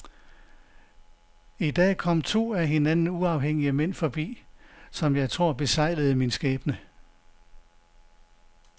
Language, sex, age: Danish, male, 69